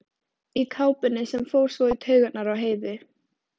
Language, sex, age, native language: Icelandic, female, 13, Icelandic